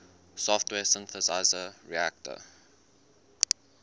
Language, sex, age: English, male, 19